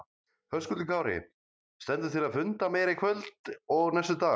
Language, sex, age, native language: Icelandic, male, 30-39, Icelandic